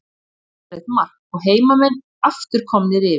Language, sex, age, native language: Icelandic, female, 50-59, Icelandic